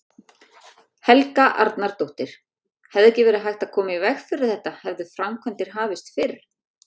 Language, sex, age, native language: Icelandic, female, 30-39, Icelandic